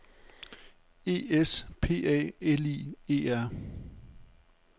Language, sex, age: Danish, male, 35